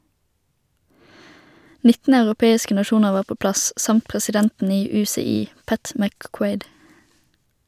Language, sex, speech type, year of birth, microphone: Norwegian, female, read, 1991, Shure